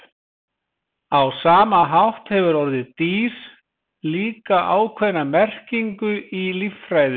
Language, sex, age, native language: Icelandic, male, 20-29, Icelandic